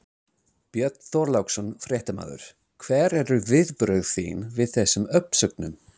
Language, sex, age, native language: Icelandic, male, 30-39, English